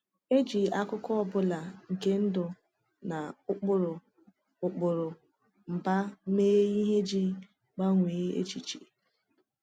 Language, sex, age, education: Igbo, female, 15-29, tertiary